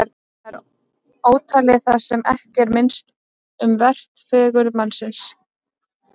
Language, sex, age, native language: Icelandic, female, 30-39, Icelandic